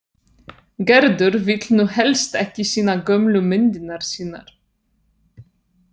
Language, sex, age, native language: Icelandic, female, 30-39, Polish